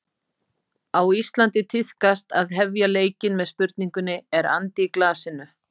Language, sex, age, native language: Icelandic, female, 50-59, Icelandic